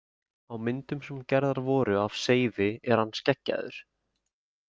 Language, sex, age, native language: Icelandic, male, 18-19, Icelandic